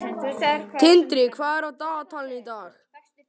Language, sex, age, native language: Icelandic, male, 13, Icelandic